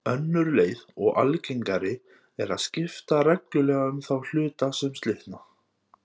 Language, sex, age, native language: Icelandic, male, 30-39, Icelandic